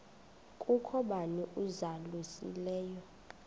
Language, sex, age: Xhosa, female, 26